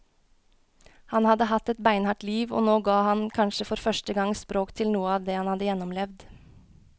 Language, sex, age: Norwegian, female, 21